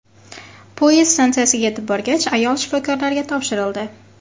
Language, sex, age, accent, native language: Uzbek, female, 18-24, Farg'ona, Uzbek